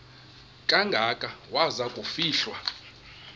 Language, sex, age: Xhosa, male, 21